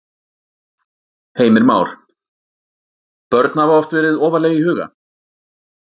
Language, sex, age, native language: Icelandic, male, 40-49, Icelandic